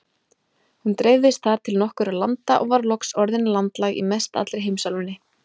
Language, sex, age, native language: Icelandic, female, 20-29, Icelandic